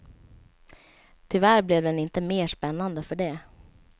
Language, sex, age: Swedish, female, 27